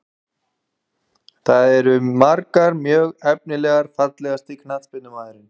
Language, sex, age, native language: Icelandic, male, 20-29, Icelandic